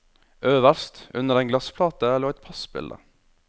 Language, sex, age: Norwegian, male, 21